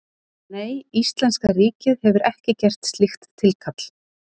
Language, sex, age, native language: Icelandic, female, 30-39, Icelandic